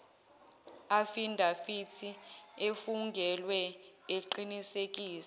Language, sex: Zulu, female